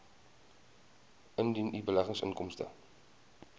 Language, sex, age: Afrikaans, male, 20